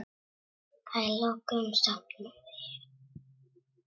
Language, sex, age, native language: Icelandic, female, 7, Czech